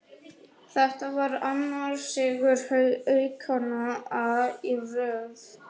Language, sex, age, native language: Icelandic, female, 40-49, Icelandic